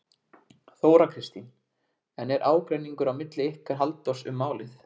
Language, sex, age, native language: Icelandic, male, 20-29, Icelandic